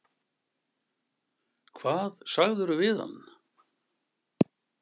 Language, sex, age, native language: Icelandic, male, 60-69, Icelandic